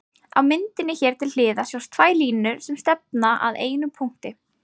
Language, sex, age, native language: Icelandic, female, 20-29, Icelandic